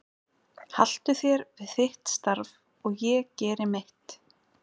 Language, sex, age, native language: Icelandic, female, 20-29, Icelandic